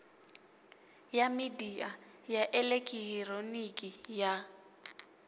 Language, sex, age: Venda, female, 25